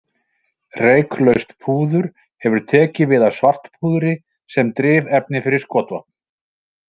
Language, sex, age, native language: Icelandic, male, 40-49, Icelandic